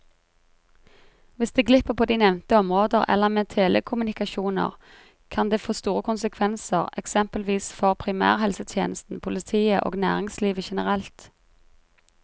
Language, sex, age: Norwegian, female, 33